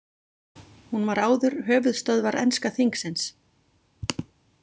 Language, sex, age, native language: Icelandic, female, 40-49, Icelandic